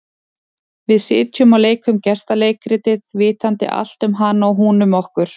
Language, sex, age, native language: Icelandic, female, 40-49, Icelandic